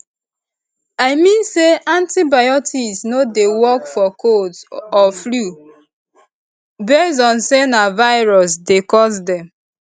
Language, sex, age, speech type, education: Nigerian Pidgin, female, 15-29, spontaneous, tertiary